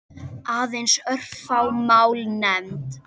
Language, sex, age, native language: Icelandic, male, 10, Icelandic